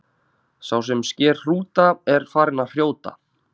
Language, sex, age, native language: Icelandic, male, 30-39, Icelandic